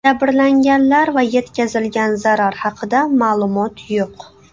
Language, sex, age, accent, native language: Uzbek, female, 18-24, Buxoro, Uzbek